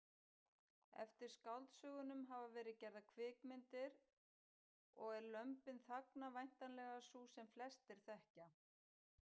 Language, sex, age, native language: Icelandic, female, 50-59, Icelandic